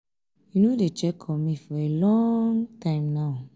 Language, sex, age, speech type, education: Nigerian Pidgin, female, 15-29, spontaneous, tertiary